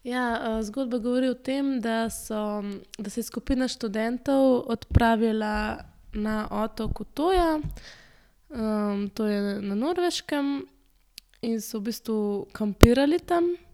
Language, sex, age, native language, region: Slovenian, female, 18-29, Slovenian, Central Slovenia